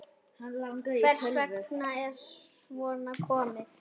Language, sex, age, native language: Icelandic, female, 8, Icelandic